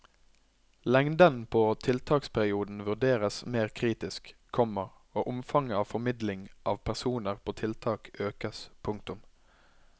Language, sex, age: Norwegian, male, 21